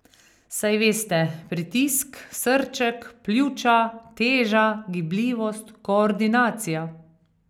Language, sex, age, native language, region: Slovenian, female, 50-59, Slovenian, Carinthia region